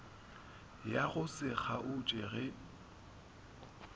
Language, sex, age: Northern Sotho, male, 24